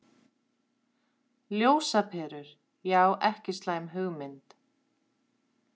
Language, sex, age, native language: Icelandic, female, 30-39, Icelandic